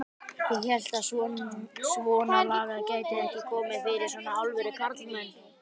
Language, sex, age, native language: Icelandic, female, 18-19, Icelandic